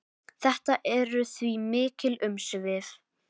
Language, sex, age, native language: Icelandic, male, 10, Icelandic